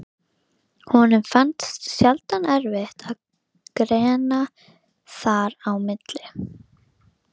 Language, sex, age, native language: Icelandic, female, 11, Icelandic